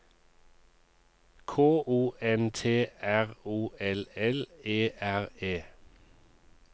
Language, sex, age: Norwegian, male, 51